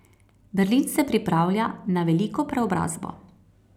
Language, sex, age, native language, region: Slovenian, female, 30-49, Slovenian, Carinthia region